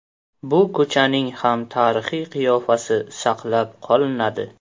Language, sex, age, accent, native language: Uzbek, male, 18-24, Qashqadaryo, Uzbek